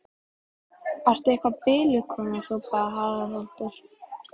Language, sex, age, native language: Icelandic, female, 12, Icelandic